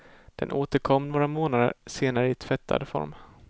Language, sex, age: Swedish, male, 18